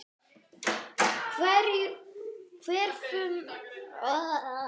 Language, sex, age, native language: Icelandic, male, 10, Icelandic